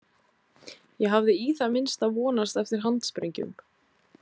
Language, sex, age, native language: Icelandic, female, 20-29, Icelandic